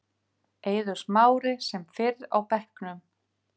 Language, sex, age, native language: Icelandic, female, 50-59, Icelandic